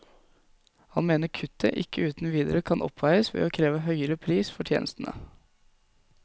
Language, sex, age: Norwegian, male, 20